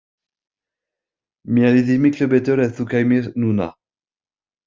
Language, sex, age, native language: Icelandic, male, 50-59, French